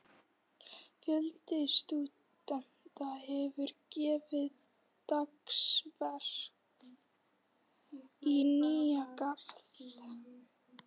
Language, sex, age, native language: Icelandic, female, 13, Icelandic